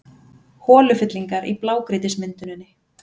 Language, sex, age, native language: Icelandic, female, 30-39, Icelandic